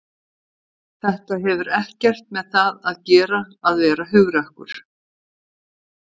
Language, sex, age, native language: Icelandic, female, 50-59, Icelandic